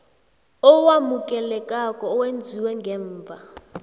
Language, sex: South Ndebele, female